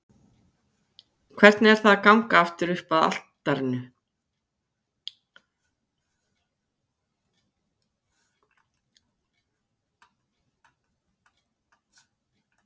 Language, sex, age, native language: Icelandic, female, 50-59, Icelandic